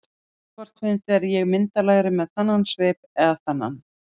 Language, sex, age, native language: Icelandic, female, 30-39, Icelandic